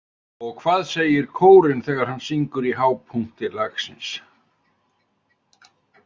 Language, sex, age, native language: Icelandic, male, 70-79, Icelandic